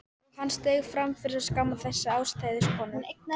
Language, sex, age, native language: Icelandic, female, 12, Icelandic